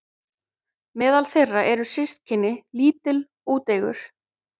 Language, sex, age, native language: Icelandic, female, 30-39, Icelandic